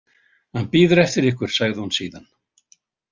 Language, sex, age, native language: Icelandic, male, 80-89, Icelandic